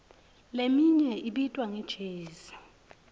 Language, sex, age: Swati, female, 21